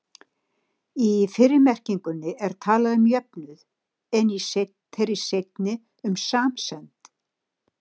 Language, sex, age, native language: Icelandic, female, 60-69, Icelandic